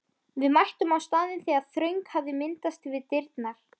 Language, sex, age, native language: Icelandic, female, 13, Icelandic